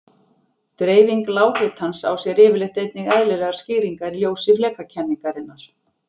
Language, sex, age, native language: Icelandic, female, 40-49, Icelandic